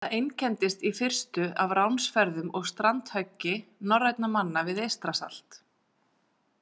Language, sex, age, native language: Icelandic, female, 40-49, Icelandic